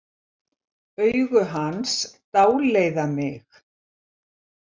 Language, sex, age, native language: Icelandic, female, 70-79, Icelandic